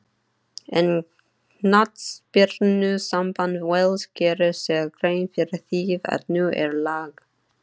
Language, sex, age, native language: Icelandic, female, 30-39, Icelandic